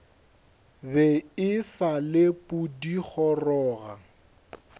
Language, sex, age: Northern Sotho, male, 21